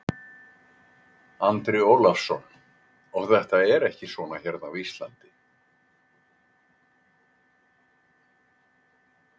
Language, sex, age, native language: Icelandic, male, 80-89, Icelandic